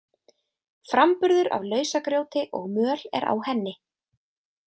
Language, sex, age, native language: Icelandic, female, 20-29, Icelandic